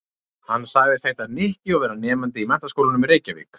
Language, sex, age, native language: Icelandic, male, 30-39, Icelandic